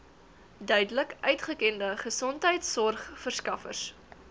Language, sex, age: Afrikaans, female, 18